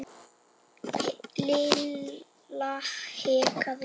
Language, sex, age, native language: Icelandic, male, 7, Icelandic